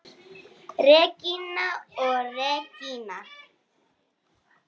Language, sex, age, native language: Icelandic, female, 10, Icelandic